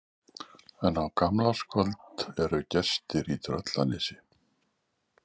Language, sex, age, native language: Icelandic, male, 60-69, Icelandic